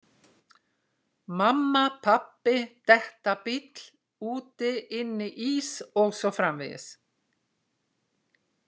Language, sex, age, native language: Icelandic, female, 60-69, Icelandic